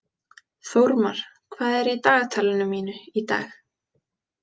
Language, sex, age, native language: Icelandic, female, 20-29, Icelandic